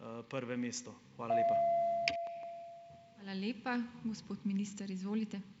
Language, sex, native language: Slovenian, male, Slovenian